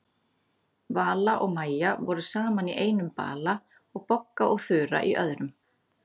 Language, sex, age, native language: Icelandic, female, 30-39, Icelandic